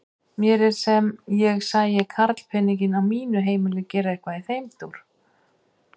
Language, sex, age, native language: Icelandic, female, 50-59, Icelandic